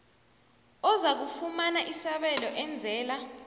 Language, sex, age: South Ndebele, female, 29